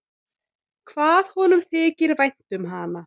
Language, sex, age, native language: Icelandic, female, 18-19, Icelandic